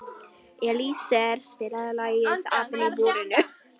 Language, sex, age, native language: Icelandic, female, 11, Icelandic